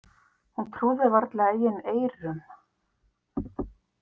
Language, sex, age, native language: Icelandic, female, 50-59, Icelandic